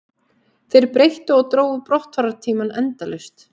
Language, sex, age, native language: Icelandic, female, 18-19, Icelandic